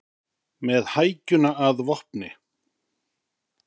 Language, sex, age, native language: Icelandic, male, 50-59, Icelandic